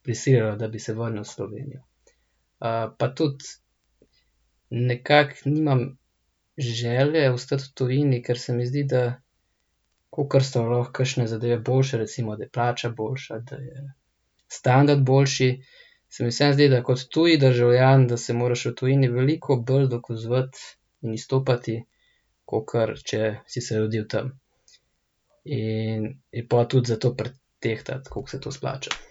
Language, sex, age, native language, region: Slovenian, male, 18-29, Slovenian, Central Slovenia